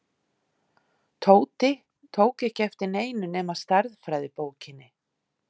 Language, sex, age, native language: Icelandic, female, 50-59, Icelandic